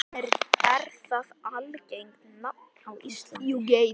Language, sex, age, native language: Icelandic, male, 11, Icelandic